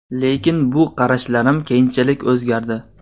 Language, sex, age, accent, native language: Uzbek, male, 19-29, Namangan, Uzbek